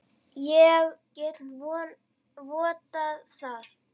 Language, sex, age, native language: Icelandic, female, 8, Icelandic